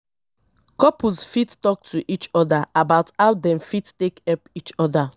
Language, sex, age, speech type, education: Nigerian Pidgin, female, 30-45, spontaneous, tertiary